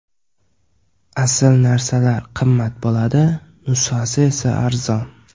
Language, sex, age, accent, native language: Uzbek, male, 18-24, Andijon, Uzbek